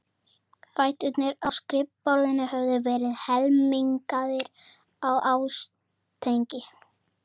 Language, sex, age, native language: Icelandic, female, 11, Icelandic